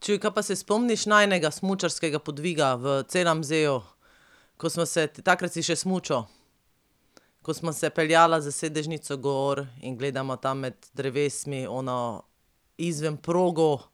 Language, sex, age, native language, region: Slovenian, female, 30-49, Slovenian, Pomurje region